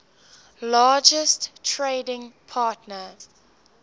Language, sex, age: English, female, 18